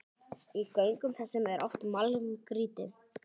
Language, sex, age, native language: Icelandic, male, 11, Icelandic